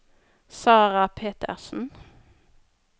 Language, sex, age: Norwegian, female, 42